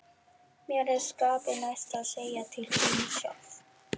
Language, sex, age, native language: Icelandic, female, 13, Icelandic